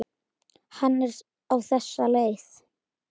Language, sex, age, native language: Icelandic, male, 10, Icelandic